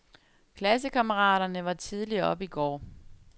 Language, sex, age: Danish, female, 35